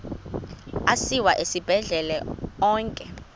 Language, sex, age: Xhosa, female, 20